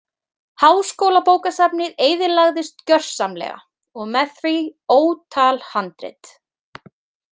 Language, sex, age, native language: Icelandic, female, 30-39, Icelandic